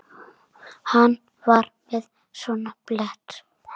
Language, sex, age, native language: Icelandic, female, 6, Icelandic